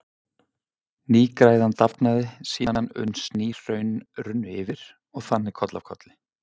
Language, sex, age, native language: Icelandic, male, 50-59, Icelandic